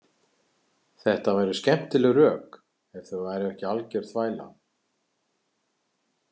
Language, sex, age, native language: Icelandic, male, 50-59, Icelandic